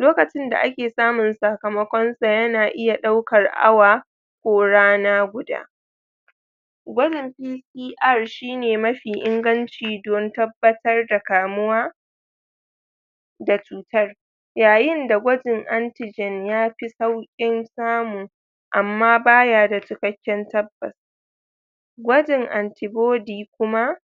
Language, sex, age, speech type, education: Hausa, female, 30-45, spontaneous, tertiary